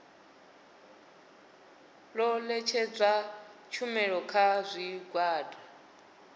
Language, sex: Venda, female